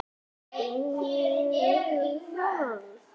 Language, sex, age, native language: Icelandic, female, 8, Icelandic